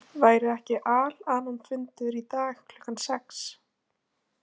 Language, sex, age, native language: Icelandic, female, 20-29, Icelandic